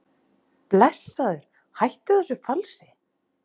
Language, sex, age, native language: Icelandic, female, 30-39, Icelandic